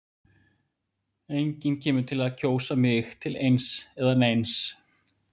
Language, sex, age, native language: Icelandic, male, 40-49, Icelandic